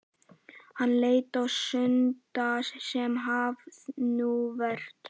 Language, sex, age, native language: Icelandic, male, 11, Icelandic